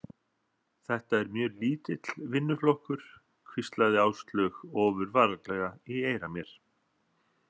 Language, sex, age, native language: Icelandic, male, 30-39, Icelandic